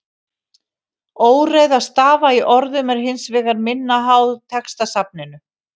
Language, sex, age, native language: Icelandic, female, 50-59, Icelandic